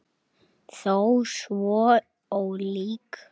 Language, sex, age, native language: Icelandic, male, 9, Icelandic